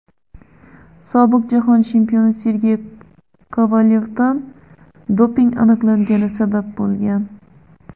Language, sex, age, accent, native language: Uzbek, male, under 19, Xorazm, Uzbek